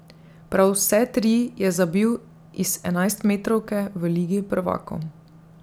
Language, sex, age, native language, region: Slovenian, female, 30-49, Slovenian, Drava region